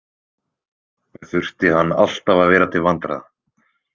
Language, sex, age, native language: Icelandic, male, 20-29, Icelandic